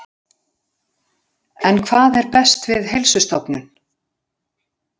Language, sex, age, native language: Icelandic, female, 60-69, Icelandic